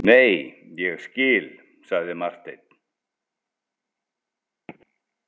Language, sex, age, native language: Icelandic, male, 60-69, Icelandic